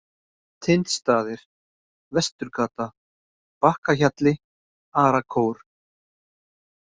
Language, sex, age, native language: Icelandic, male, 50-59, Icelandic